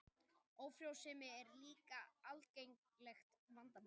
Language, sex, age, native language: Icelandic, male, 18-19, Icelandic